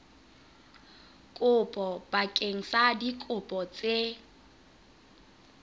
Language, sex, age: Southern Sotho, female, 25